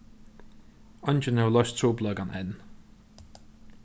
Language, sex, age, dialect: Faroese, male, 15-35, Norðurstreymoy/Eysturoy